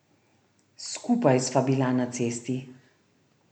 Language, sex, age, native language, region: Slovenian, female, 30-49, Slovenian, Central Slovenia